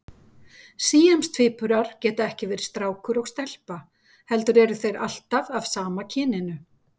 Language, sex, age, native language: Icelandic, female, 50-59, Icelandic